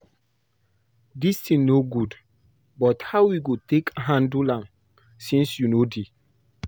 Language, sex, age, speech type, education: Nigerian Pidgin, male, 15-29, read, primary